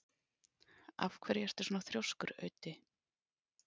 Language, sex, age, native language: Icelandic, female, 40-49, Icelandic